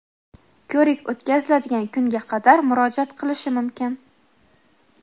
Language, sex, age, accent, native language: Uzbek, female, 18-24, Xorazm, Uzbek